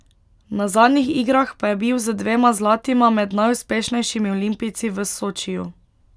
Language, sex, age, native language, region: Slovenian, female, 18-29, Slovenian, Pomurje region